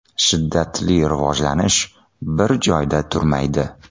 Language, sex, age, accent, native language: Uzbek, male, 30-39, Toshkent shahri, Uzbek